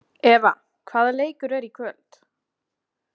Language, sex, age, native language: Icelandic, female, 20-29, Icelandic